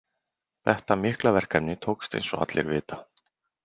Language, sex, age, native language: Icelandic, male, 30-39, Icelandic